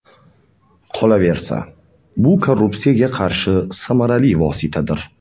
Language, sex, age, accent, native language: Uzbek, male, 18-24, Andijon, Uzbek